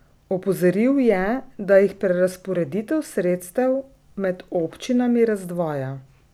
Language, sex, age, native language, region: Slovenian, female, 30-49, Slovenian, Drava region